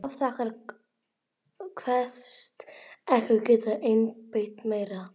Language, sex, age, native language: Icelandic, female, 11, Icelandic